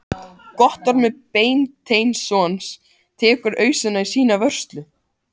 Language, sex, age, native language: Icelandic, male, 14, Icelandic